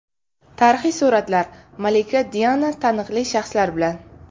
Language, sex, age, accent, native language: Uzbek, female, 18-24, Samarqand, Uzbek